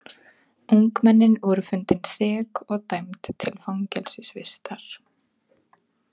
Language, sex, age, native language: Icelandic, female, 30-39, Icelandic